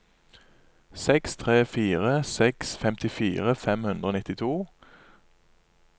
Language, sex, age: Norwegian, male, 27